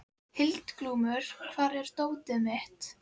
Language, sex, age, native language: Icelandic, female, 11, Icelandic